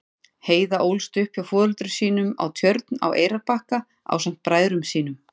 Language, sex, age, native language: Icelandic, female, 40-49, Icelandic